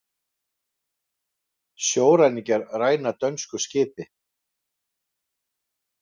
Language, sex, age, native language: Icelandic, male, 50-59, Icelandic